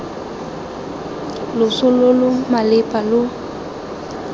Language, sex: Tswana, female